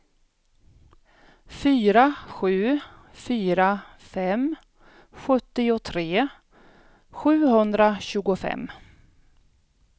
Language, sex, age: Swedish, female, 42